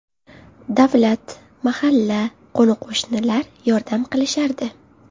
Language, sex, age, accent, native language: Uzbek, female, under 19, Qashqadaryo, Uzbek